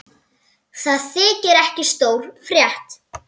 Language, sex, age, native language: Icelandic, female, 7, Icelandic